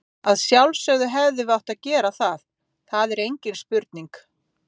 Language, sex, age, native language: Icelandic, female, 50-59, Icelandic